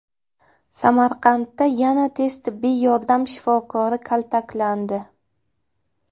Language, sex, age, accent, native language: Uzbek, female, 18-24, Buxoro, Uzbek